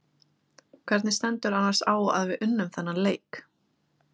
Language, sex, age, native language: Icelandic, female, 20-29, Icelandic